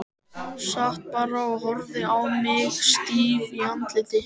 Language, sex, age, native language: Icelandic, male, 13, Icelandic